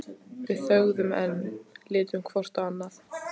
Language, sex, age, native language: Icelandic, female, 14, Icelandic